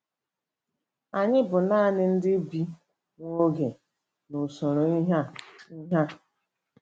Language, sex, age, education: Igbo, female, 30-45, tertiary